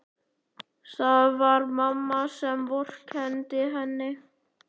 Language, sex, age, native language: Icelandic, male, 11, Icelandic